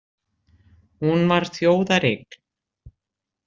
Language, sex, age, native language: Icelandic, female, 60-69, Icelandic